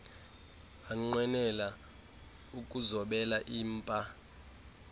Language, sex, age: Xhosa, male, 18